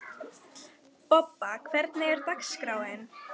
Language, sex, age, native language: Icelandic, female, 13, Icelandic